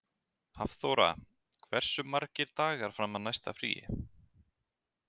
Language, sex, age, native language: Icelandic, male, 30-39, Icelandic